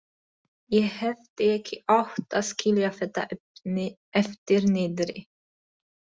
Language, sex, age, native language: Icelandic, female, 20-29, Polish